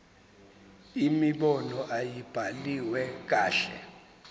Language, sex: Zulu, male